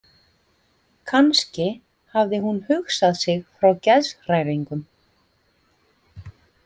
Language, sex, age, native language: Icelandic, female, 50-59, Icelandic